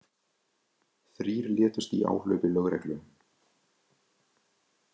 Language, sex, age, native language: Icelandic, male, 20-29, Icelandic